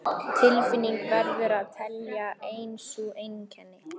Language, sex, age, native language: Icelandic, female, 15, Icelandic